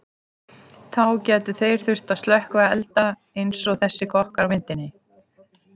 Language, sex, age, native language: Icelandic, female, 30-39, Icelandic